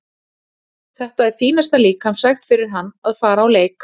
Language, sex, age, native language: Icelandic, female, 40-49, Icelandic